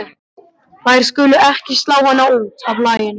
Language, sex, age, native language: Icelandic, male, 12, Icelandic